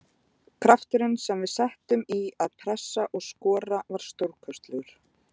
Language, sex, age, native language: Icelandic, female, 20-29, Icelandic